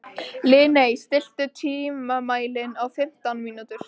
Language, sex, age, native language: Icelandic, female, 13, Icelandic